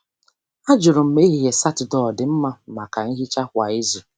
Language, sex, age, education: Igbo, female, 30-45, tertiary